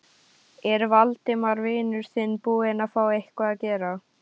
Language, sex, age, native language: Icelandic, female, 12, Icelandic